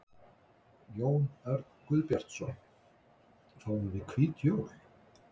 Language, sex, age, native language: Icelandic, male, 60-69, Icelandic